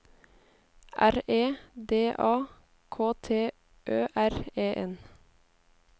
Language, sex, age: Norwegian, female, 18